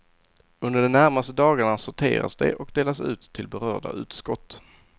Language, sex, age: Swedish, male, 22